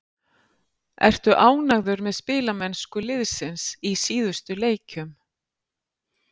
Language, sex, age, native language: Icelandic, female, 50-59, Icelandic